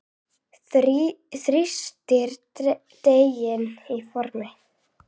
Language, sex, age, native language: Icelandic, female, 8, Icelandic